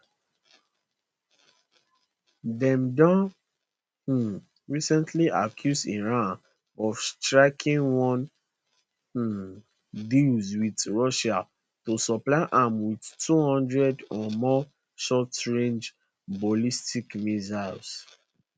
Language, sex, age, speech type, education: Nigerian Pidgin, male, 15-29, spontaneous, secondary